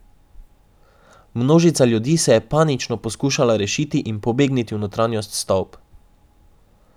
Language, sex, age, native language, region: Slovenian, male, 18-29, Slovenian, Drava region